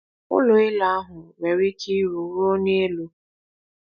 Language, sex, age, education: Igbo, female, 15-29, tertiary